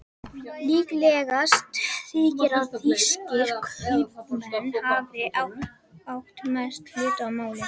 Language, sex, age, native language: Icelandic, male, 18-19, Icelandic